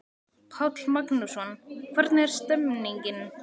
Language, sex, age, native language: Icelandic, male, 12, Icelandic